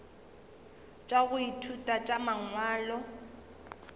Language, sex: Northern Sotho, female